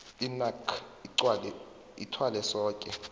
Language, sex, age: South Ndebele, male, 19